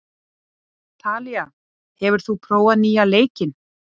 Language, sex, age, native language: Icelandic, female, 40-49, Icelandic